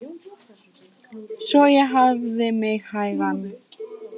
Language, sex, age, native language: Icelandic, female, 18-19, Icelandic